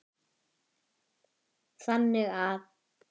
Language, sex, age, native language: Icelandic, female, 10, Icelandic